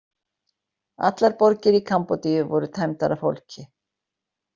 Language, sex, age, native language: Icelandic, female, 60-69, Icelandic